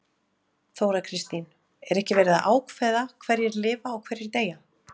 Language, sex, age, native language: Icelandic, female, 40-49, Icelandic